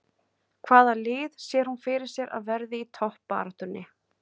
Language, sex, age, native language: Icelandic, female, 30-39, Icelandic